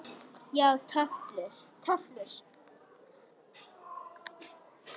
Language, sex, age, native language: Icelandic, other, 10, Icelandic